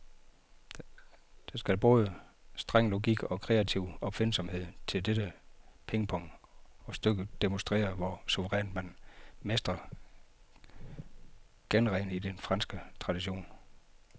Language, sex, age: Danish, male, 51